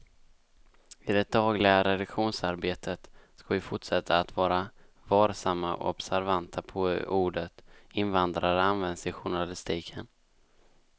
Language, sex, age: Swedish, male, 19